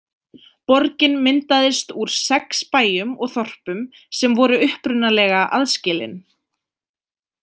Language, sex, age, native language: Icelandic, female, 20-29, Icelandic